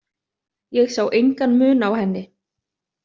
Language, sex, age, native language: Icelandic, other, 30-39, Icelandic